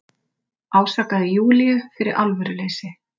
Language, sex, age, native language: Icelandic, female, 40-49, Icelandic